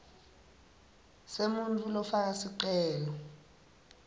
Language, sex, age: Swati, male, 19